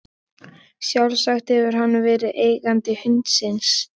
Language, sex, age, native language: Icelandic, male, 12, Icelandic